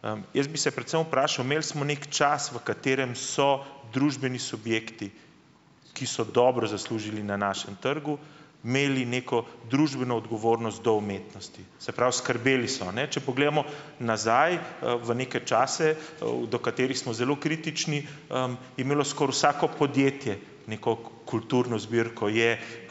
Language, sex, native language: Slovenian, male, Slovenian